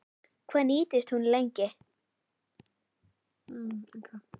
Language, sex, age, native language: Icelandic, female, 10, Icelandic